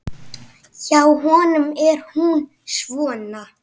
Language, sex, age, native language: Icelandic, female, 7, Icelandic